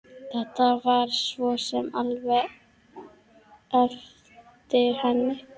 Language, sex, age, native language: Icelandic, female, 12, Icelandic